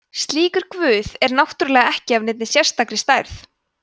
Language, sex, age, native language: Icelandic, female, 20-29, Icelandic